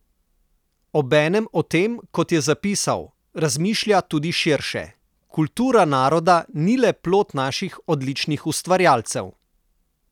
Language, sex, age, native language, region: Slovenian, male, 30-49, Slovenian, Southeast Slovenia